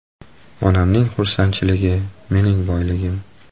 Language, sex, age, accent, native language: Uzbek, male, 19-29, Toshkent shahri, Uzbek